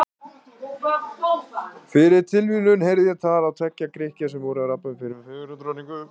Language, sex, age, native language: Icelandic, male, 18-19, Icelandic